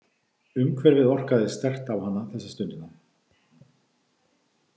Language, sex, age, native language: Icelandic, male, 50-59, Icelandic